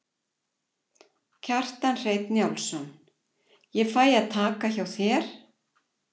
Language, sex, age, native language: Icelandic, female, 40-49, Icelandic